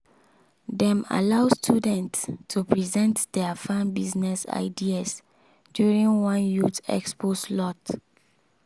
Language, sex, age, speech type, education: Nigerian Pidgin, female, 15-29, spontaneous, secondary